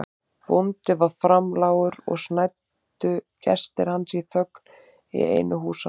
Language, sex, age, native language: Icelandic, male, 30-39, Icelandic